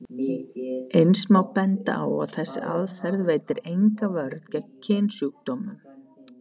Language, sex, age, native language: Icelandic, female, 50-59, Icelandic